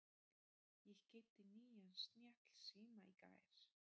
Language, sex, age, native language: Icelandic, female, 30-39, Polish